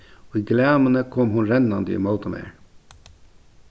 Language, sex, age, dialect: Faroese, male, 36-60, Suðurstreymoy